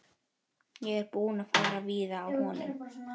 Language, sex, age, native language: Icelandic, female, 11, Icelandic